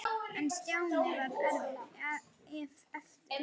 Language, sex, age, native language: Icelandic, female, 9, Icelandic